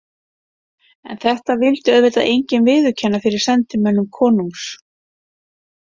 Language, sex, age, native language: Icelandic, female, 50-59, Icelandic